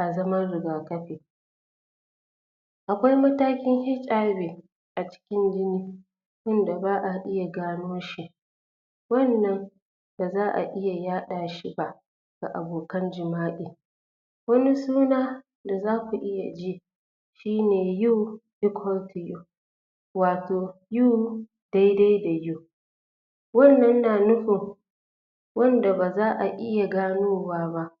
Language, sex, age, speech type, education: Hausa, female, 30-45, spontaneous, tertiary